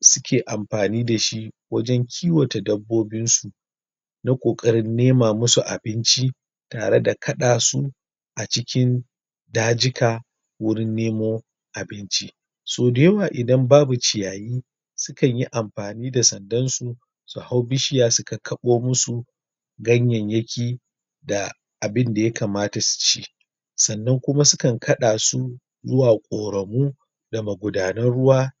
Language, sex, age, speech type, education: Hausa, male, 30-45, spontaneous, primary